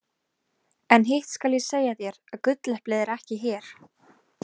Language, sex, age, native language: Icelandic, female, 18-19, Icelandic